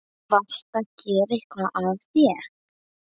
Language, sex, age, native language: Icelandic, female, 11, Icelandic